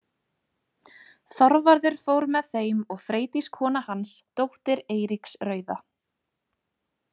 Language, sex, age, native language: Icelandic, female, 20-29, Icelandic